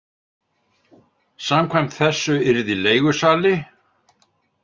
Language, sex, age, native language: Icelandic, male, 70-79, Icelandic